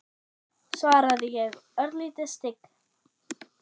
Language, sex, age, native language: Icelandic, female, 8, German